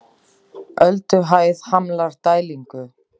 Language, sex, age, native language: Icelandic, female, 30-39, Icelandic